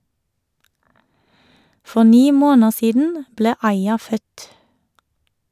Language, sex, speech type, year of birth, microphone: Norwegian, female, read, 1978, Shure